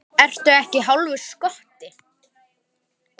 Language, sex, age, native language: Icelandic, male, 10, Icelandic